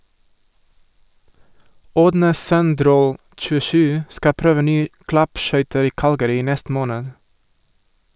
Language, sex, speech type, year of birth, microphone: Norwegian, male, read, 1978, Sennheiser